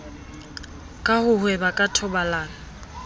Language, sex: Southern Sotho, female